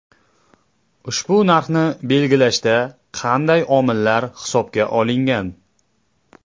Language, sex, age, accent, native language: Uzbek, male, 25-34, Jizzax, Uzbek